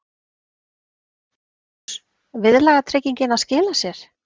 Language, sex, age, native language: Icelandic, female, 30-39, Icelandic